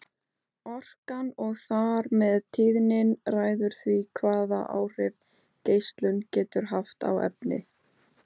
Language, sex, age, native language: Icelandic, female, 18-19, Icelandic